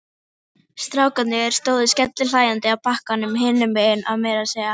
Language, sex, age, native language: Icelandic, female, 18-19, Icelandic